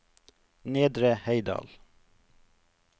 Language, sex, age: Norwegian, male, 42